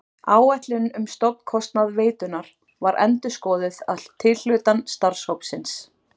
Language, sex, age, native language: Icelandic, female, 40-49, Icelandic